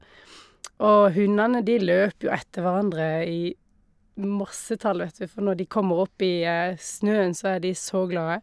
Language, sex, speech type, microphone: Norwegian, female, spontaneous, Shure